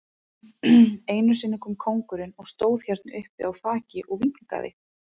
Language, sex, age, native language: Icelandic, female, 30-39, Icelandic